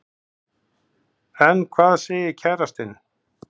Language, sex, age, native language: Icelandic, male, 60-69, Icelandic